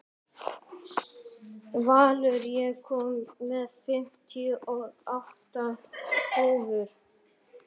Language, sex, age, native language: Icelandic, male, 12, Icelandic